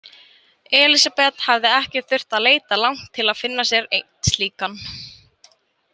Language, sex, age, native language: Icelandic, female, 18-19, Icelandic